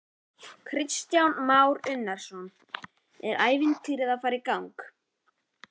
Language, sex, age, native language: Icelandic, male, 11, Icelandic